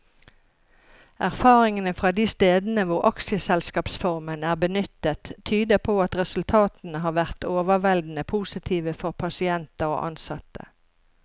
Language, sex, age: Norwegian, female, 54